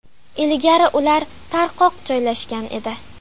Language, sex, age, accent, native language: Uzbek, female, 12-17, Farg'ona, Uzbek